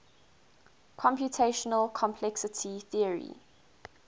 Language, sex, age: English, female, 19